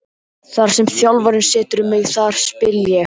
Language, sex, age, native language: Icelandic, male, 18-19, Icelandic